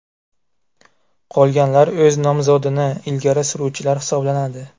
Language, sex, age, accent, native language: Uzbek, male, 18-24, Buxoro, Uzbek